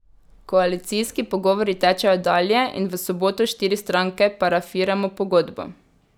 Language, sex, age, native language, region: Slovenian, female, 18-29, Slovenian, Drava region